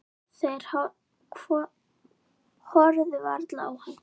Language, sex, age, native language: Icelandic, female, 9, Icelandic